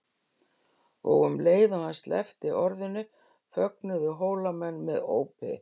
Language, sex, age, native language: Icelandic, female, 60-69, Icelandic